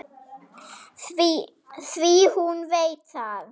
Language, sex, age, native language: Icelandic, female, 7, German